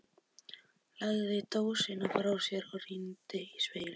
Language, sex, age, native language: Icelandic, male, 12, Icelandic